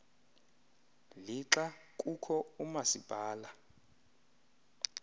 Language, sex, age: Xhosa, male, 20